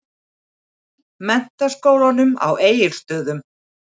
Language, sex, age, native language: Icelandic, female, 40-49, Icelandic